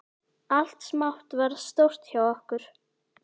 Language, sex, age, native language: Icelandic, female, 11, Icelandic